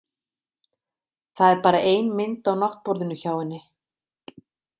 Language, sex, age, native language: Icelandic, female, 50-59, Icelandic